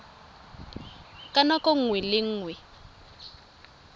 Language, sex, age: Tswana, female, 23